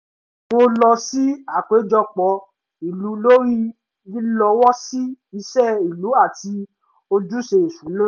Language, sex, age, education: Yoruba, male, 15-29, tertiary